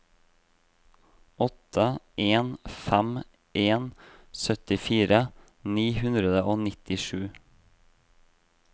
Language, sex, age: Norwegian, male, 26